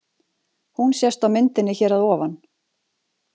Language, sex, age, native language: Icelandic, female, 40-49, Icelandic